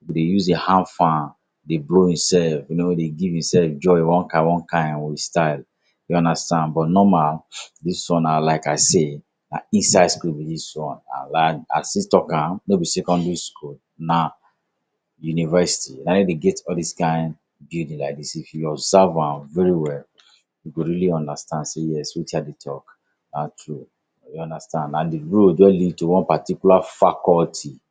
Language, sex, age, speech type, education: Nigerian Pidgin, male, 46-60, spontaneous, tertiary